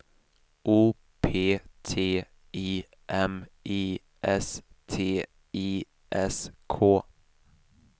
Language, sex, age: Swedish, male, 28